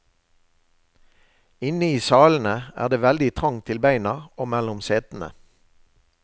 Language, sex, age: Norwegian, male, 63